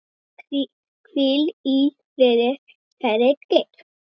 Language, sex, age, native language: Icelandic, male, 7, Icelandic